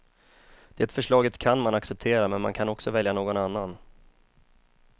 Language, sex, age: Swedish, male, 31